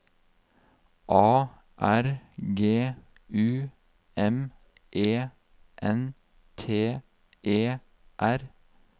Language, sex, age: Norwegian, male, 32